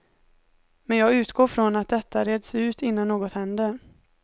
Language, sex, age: Swedish, female, 19